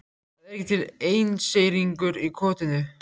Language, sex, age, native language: Icelandic, male, 14, Icelandic